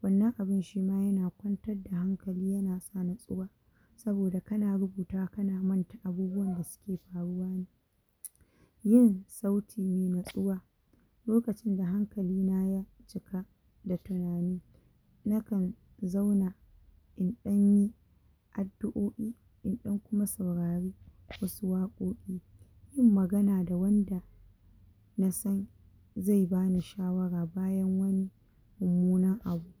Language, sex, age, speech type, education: Hausa, female, 46-60, spontaneous, tertiary